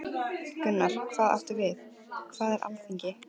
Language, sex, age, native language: Icelandic, female, 14, Icelandic